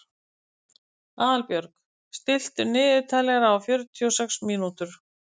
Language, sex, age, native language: Icelandic, female, 50-59, Icelandic